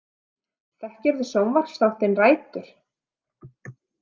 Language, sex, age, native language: Icelandic, female, 30-39, Icelandic